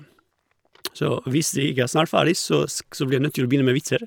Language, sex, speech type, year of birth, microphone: Norwegian, male, spontaneous, 1971, Shure